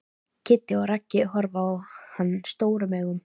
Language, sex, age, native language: Icelandic, female, 13, Icelandic